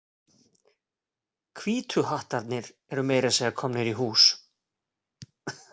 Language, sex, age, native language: Icelandic, male, 40-49, Icelandic